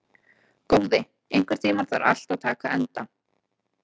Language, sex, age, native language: Icelandic, female, 20-29, Icelandic